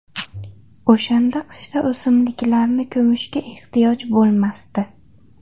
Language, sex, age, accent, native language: Uzbek, female, 18-24, Andijon, Uzbek